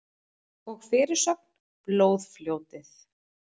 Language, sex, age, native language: Icelandic, female, 30-39, Icelandic